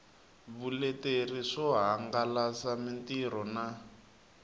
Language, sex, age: Tsonga, male, 19